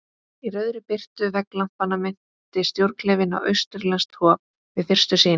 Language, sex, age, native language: Icelandic, female, 18-19, Icelandic